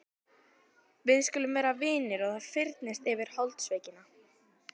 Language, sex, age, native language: Icelandic, female, 12, Icelandic